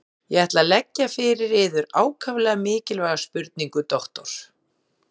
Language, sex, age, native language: Icelandic, female, 50-59, Icelandic